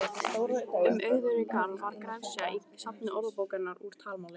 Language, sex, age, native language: Icelandic, other, 18-19, Icelandic